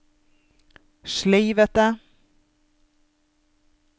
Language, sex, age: Norwegian, female, 32